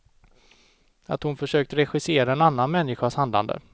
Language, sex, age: Swedish, male, 29